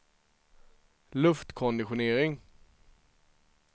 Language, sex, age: Swedish, male, 23